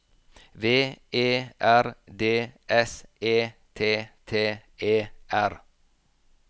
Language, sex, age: Norwegian, male, 46